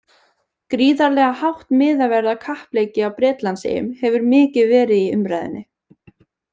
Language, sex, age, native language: Icelandic, female, 20-29, Icelandic